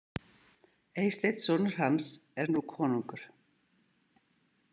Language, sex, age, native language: Icelandic, female, 50-59, Icelandic